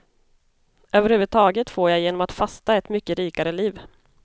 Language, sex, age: Swedish, female, 25